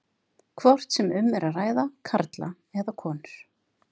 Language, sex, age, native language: Icelandic, female, 50-59, Icelandic